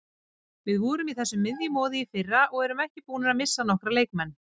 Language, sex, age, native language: Icelandic, female, 30-39, Icelandic